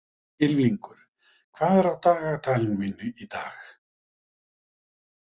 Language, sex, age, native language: Icelandic, male, 50-59, Icelandic